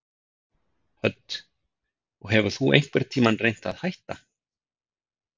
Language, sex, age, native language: Icelandic, male, 50-59, Icelandic